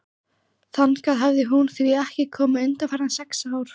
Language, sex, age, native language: Icelandic, female, 14, Icelandic